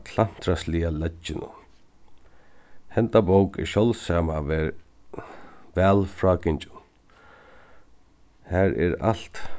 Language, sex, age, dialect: Faroese, male, 36-60, Suðuroy